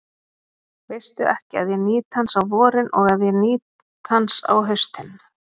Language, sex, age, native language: Icelandic, female, 30-39, Icelandic